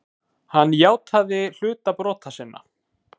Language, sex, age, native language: Icelandic, male, 20-29, Icelandic